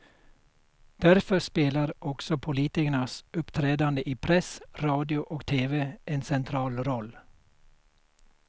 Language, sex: Swedish, male